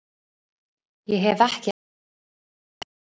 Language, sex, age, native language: Icelandic, female, 20-29, Icelandic